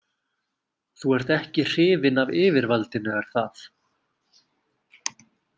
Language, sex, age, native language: Icelandic, male, 20-29, Icelandic